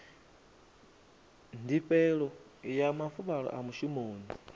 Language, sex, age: Venda, male, 24